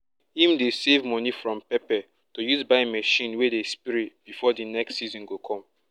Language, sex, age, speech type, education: Nigerian Pidgin, male, 15-29, spontaneous, secondary